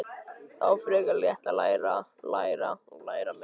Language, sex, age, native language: Icelandic, male, 13, Icelandic